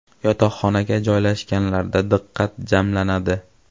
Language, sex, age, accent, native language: Uzbek, male, 18-24, Farg'ona, Uzbek